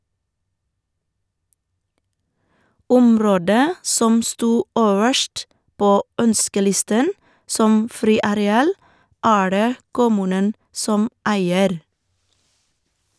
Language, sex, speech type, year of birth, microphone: Norwegian, female, read, 1979, Shure